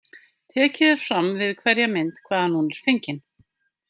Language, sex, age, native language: Icelandic, female, 50-59, Icelandic